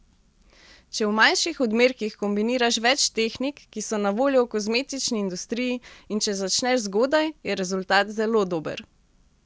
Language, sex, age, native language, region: Slovenian, female, 18-29, Slovenian, Central Slovenia